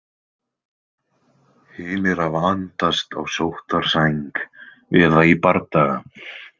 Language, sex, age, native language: Icelandic, male, 20-29, Icelandic